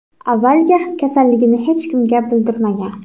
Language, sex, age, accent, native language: Uzbek, female, 18-24, Xorazm, Uzbek